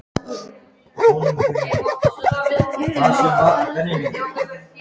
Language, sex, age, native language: Icelandic, male, 12, Icelandic